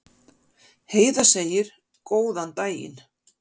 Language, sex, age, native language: Icelandic, female, 50-59, Icelandic